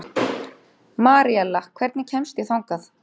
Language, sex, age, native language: Icelandic, female, 30-39, Icelandic